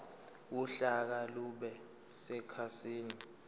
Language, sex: Zulu, male